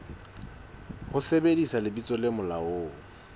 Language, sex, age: Southern Sotho, male, 22